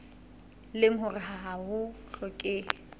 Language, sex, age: Southern Sotho, female, 21